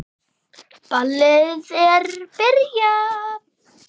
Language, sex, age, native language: Icelandic, male, 10, Icelandic